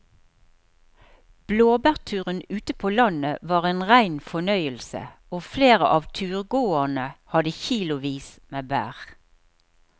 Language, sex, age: Norwegian, female, 63